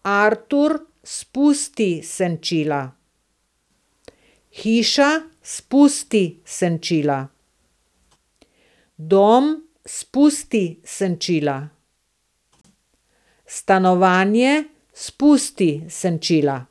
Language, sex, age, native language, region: Slovenian, female, 60+, Slovenian, Southeast Slovenia